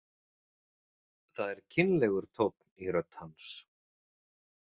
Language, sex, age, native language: Icelandic, male, 40-49, Icelandic